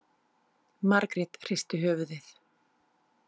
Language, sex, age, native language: Icelandic, female, 30-39, Icelandic